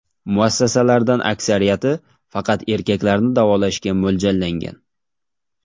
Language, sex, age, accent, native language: Uzbek, male, 19-29, Jizzax, Uzbek